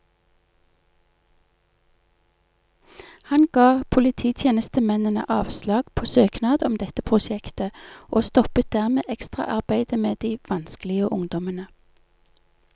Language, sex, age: Norwegian, female, 48